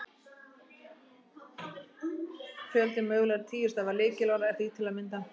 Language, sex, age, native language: Icelandic, female, 30-39, Icelandic